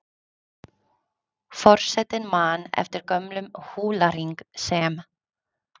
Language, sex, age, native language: Icelandic, female, 30-39, Icelandic